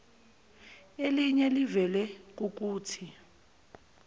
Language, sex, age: Zulu, female, 22